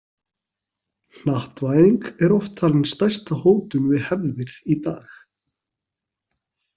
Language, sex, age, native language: Icelandic, male, 40-49, Icelandic